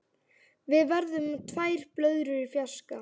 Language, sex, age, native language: Icelandic, male, 11, Icelandic